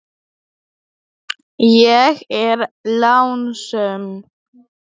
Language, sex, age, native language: Icelandic, male, 8, Polish